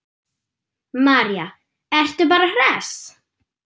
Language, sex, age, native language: Icelandic, female, 9, German